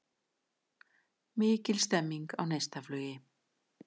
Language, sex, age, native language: Icelandic, female, 50-59, Icelandic